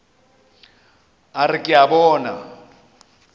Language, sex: Northern Sotho, male